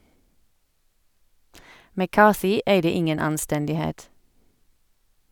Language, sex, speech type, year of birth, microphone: Norwegian, female, read, 1971, Sennheiser